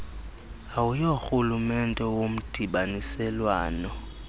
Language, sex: Xhosa, male